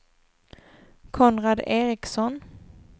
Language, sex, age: Swedish, female, 24